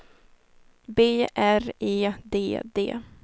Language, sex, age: Swedish, female, 19